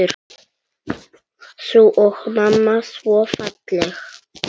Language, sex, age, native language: Icelandic, male, 9, Icelandic